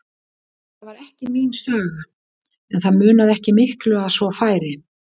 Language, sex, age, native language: Icelandic, female, 60-69, Icelandic